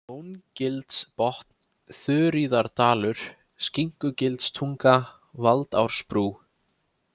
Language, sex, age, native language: Icelandic, male, 20-29, Icelandic